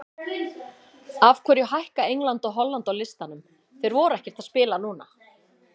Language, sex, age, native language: Icelandic, female, 50-59, Icelandic